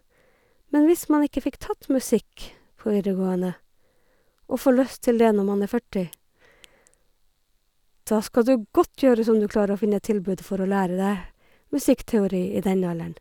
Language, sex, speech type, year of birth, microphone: Norwegian, female, spontaneous, 1969, Sennheiser